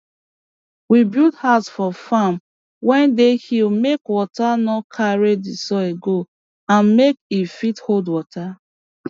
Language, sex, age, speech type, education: Nigerian Pidgin, female, 30-45, spontaneous, tertiary